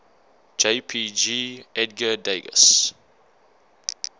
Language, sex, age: English, male, 24